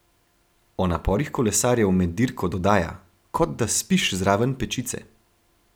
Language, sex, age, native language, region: Slovenian, male, 18-29, Slovenian, Gorenjska region